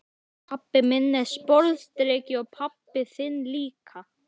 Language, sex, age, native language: Icelandic, male, 11, Icelandic